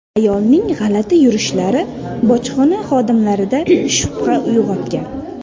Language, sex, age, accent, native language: Uzbek, female, under 19, Sirdaryo, Uzbek